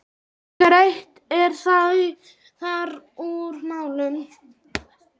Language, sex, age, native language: Icelandic, male, 8, Icelandic